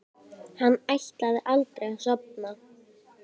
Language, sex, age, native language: Icelandic, female, 10, Icelandic